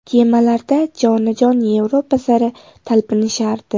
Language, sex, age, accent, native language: Uzbek, female, 18-24, Namangan, Uzbek